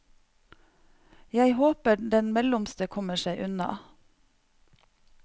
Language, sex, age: Norwegian, female, 45